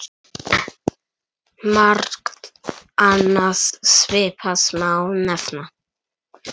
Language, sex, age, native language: Icelandic, male, 9, Icelandic